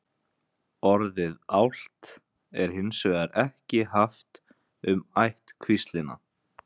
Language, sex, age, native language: Icelandic, male, 20-29, Icelandic